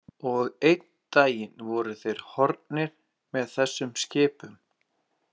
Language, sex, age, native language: Icelandic, male, 30-39, Icelandic